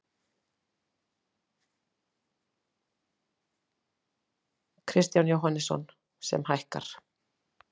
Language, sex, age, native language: Icelandic, female, 40-49, Icelandic